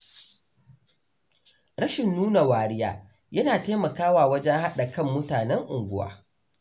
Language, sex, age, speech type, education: Hausa, male, 15-29, read, tertiary